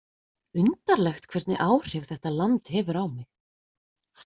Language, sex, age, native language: Icelandic, female, 20-29, Icelandic